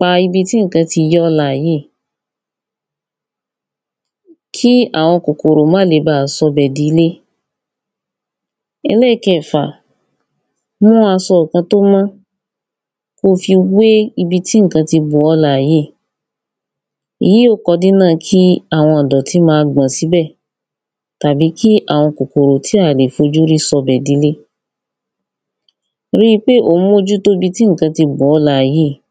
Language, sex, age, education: Yoruba, female, 15-29, tertiary